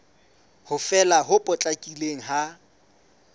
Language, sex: Southern Sotho, female